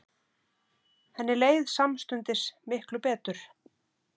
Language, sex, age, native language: Icelandic, female, 30-39, Icelandic